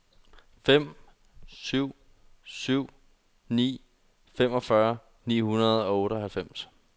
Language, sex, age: Danish, male, 21